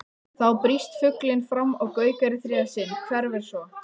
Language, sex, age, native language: Icelandic, female, 18-19, Icelandic